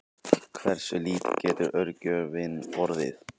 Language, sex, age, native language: Icelandic, male, 18-19, Icelandic